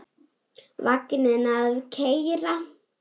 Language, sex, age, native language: Icelandic, female, 7, Icelandic